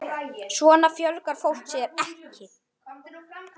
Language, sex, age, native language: Icelandic, male, 9, Icelandic